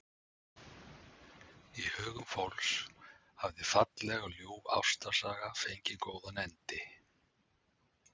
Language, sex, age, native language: Icelandic, male, 60-69, Icelandic